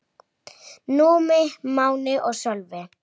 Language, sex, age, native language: Icelandic, female, 8, Icelandic